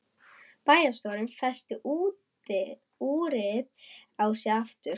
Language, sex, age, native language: Icelandic, female, 11, German